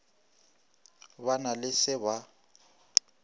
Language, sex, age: Northern Sotho, male, 26